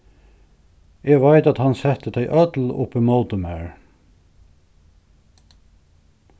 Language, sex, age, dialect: Faroese, male, 61+, Suðurstreymoy